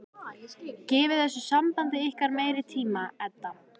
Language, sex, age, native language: Icelandic, female, 14, Icelandic